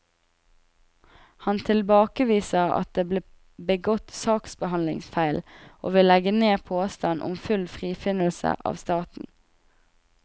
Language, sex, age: Norwegian, female, 20